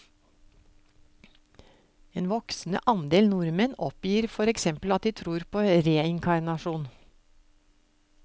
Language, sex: Norwegian, female